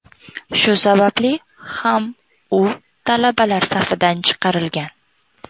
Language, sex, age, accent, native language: Uzbek, female, under 19, Toshkent viloyati, Uzbek